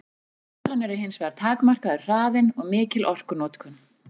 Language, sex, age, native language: Icelandic, female, 40-49, Icelandic